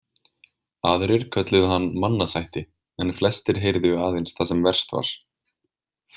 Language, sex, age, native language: Icelandic, male, 20-29, Icelandic